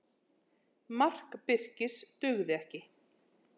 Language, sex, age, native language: Icelandic, female, 30-39, Icelandic